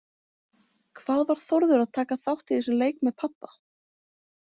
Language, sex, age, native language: Icelandic, female, 20-29, Icelandic